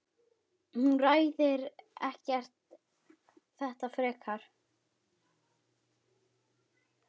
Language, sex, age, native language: Icelandic, female, 10, Icelandic